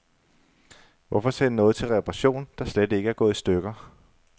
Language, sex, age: Danish, male, 35